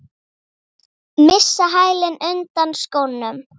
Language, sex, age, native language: Icelandic, female, 7, Icelandic